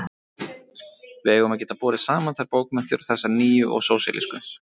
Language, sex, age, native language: Icelandic, male, 30-39, Icelandic